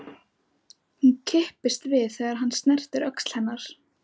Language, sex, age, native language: Icelandic, female, 11, Icelandic